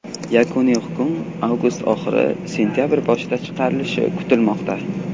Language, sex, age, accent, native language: Uzbek, male, 18-24, Qashqadaryo, Uzbek